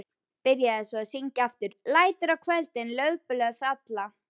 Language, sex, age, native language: Icelandic, female, 11, Icelandic